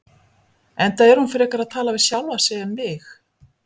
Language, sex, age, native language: Icelandic, female, 50-59, Icelandic